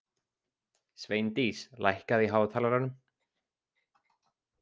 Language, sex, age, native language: Icelandic, male, 20-29, Icelandic